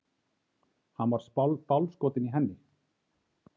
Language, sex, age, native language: Icelandic, male, 30-39, Icelandic